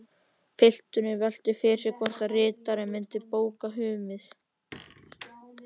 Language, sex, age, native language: Icelandic, male, 13, Icelandic